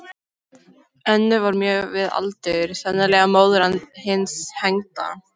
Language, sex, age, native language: Icelandic, female, 13, Icelandic